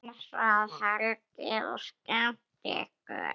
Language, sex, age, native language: Icelandic, female, 10, Icelandic